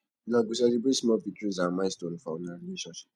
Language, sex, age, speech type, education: Nigerian Pidgin, male, 15-29, spontaneous, tertiary